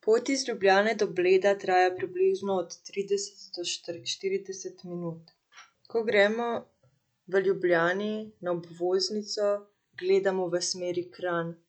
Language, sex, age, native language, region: Slovenian, female, 18-29, Slovenian, Central Slovenia